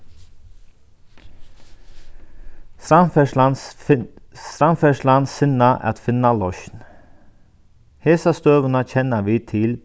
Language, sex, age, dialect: Faroese, male, 36-60, Sandoy